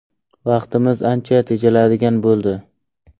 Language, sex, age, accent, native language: Uzbek, male, 18-24, Samarqand, Uzbek